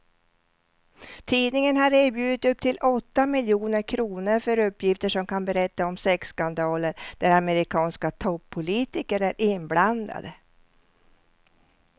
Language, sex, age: Swedish, female, 67